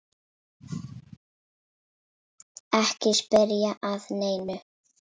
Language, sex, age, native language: Icelandic, female, 8, Icelandic